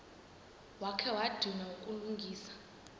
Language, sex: Xhosa, female